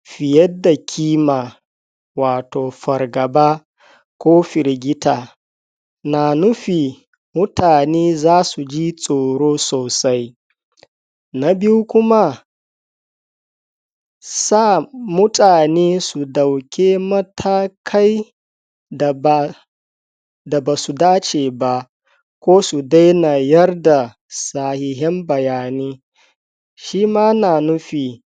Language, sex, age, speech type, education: Hausa, male, 60+, spontaneous, tertiary